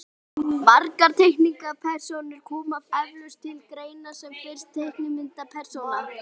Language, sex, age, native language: Icelandic, female, 60-69, Icelandic